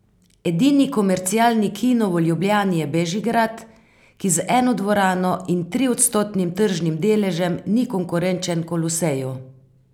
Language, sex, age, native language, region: Slovenian, female, 50-59, Slovenian, Carinthia region